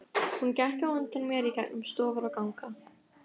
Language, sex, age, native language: Icelandic, female, 12, Icelandic